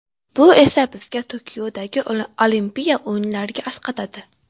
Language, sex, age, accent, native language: Uzbek, female, 12-17, Farg'ona, Uzbek